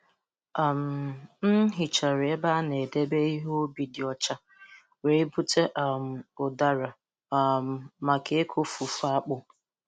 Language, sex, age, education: Igbo, female, 15-29, tertiary